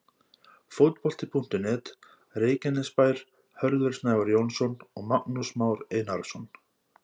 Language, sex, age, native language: Icelandic, male, 30-39, Icelandic